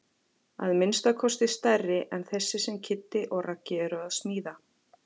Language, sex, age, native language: Icelandic, female, 40-49, Icelandic